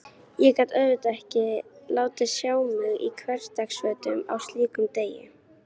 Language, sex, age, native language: Icelandic, female, 18-19, Icelandic